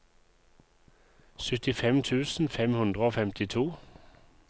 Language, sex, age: Norwegian, male, 51